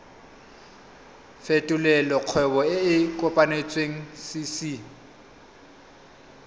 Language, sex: Tswana, male